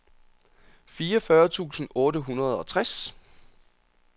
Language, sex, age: Danish, male, 27